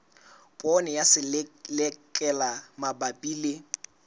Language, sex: Southern Sotho, male